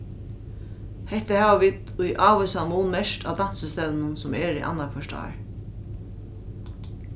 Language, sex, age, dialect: Faroese, female, 36-60, Norðuroyggjar